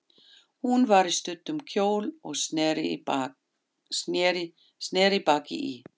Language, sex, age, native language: Icelandic, female, 50-59, German